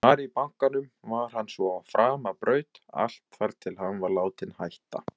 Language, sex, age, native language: Icelandic, male, 20-29, Icelandic